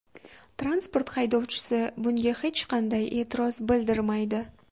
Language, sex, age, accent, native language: Uzbek, female, 18-24, Farg'ona, Uzbek